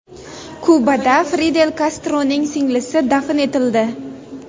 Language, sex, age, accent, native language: Uzbek, female, 18-24, Farg'ona, Uzbek